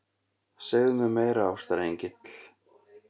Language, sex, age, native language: Icelandic, male, 40-49, Icelandic